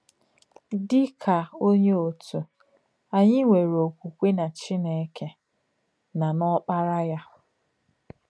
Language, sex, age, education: Igbo, female, 30-45, tertiary